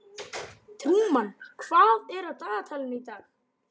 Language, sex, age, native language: Icelandic, male, 12, Icelandic